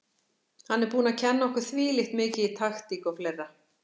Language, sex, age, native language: Icelandic, female, 60-69, Icelandic